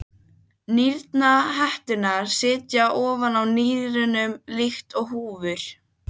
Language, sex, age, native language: Icelandic, other, 12, Icelandic